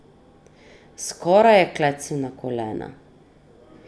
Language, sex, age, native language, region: Slovenian, female, 30-49, Slovenian, Drava region